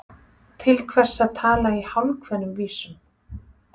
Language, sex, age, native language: Icelandic, female, 40-49, Icelandic